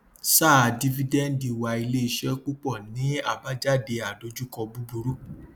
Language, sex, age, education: Yoruba, male, 30-45, tertiary